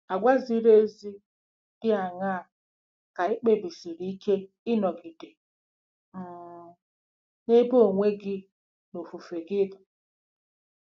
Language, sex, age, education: Igbo, female, 46-60, tertiary